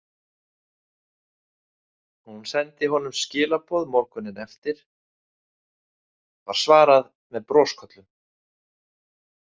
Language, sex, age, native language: Icelandic, male, 30-39, Icelandic